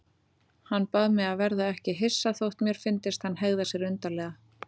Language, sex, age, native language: Icelandic, female, 30-39, Icelandic